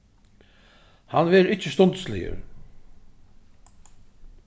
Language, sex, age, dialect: Faroese, male, 36-60, Suðuroy